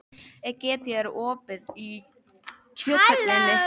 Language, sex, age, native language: Icelandic, female, 12, Icelandic